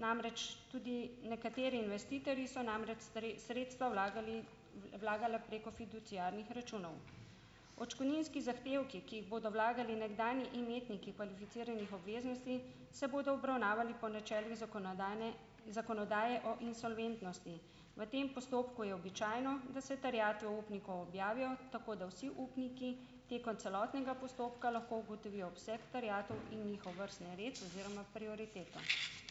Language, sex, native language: Slovenian, female, Slovenian